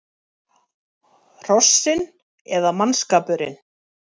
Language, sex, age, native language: Icelandic, female, 40-49, Icelandic